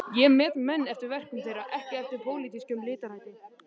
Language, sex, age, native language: Icelandic, male, 13, Icelandic